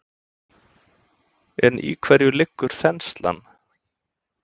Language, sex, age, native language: Icelandic, male, 20-29, Icelandic